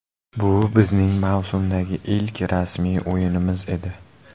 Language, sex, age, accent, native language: Uzbek, male, 18-24, Namangan, Uzbek